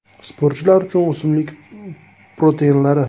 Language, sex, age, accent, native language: Uzbek, male, 25-34, Toshkent viloyati, Uzbek